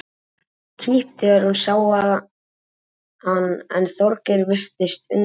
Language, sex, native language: Icelandic, male, Icelandic